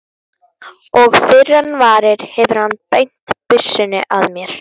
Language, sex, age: Icelandic, female, 18-19